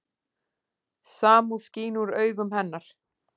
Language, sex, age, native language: Icelandic, female, 10, Icelandic